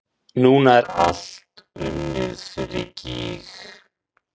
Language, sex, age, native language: Icelandic, male, 40-49, Icelandic